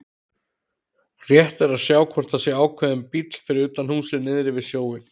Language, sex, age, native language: Icelandic, male, 30-39, Icelandic